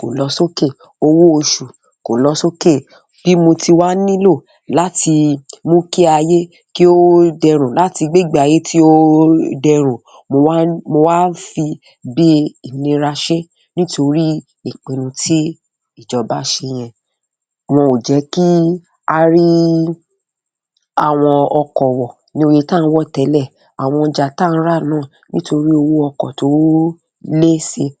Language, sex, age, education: Yoruba, female, 30-45, tertiary